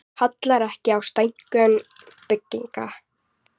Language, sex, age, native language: Icelandic, female, 40-49, Icelandic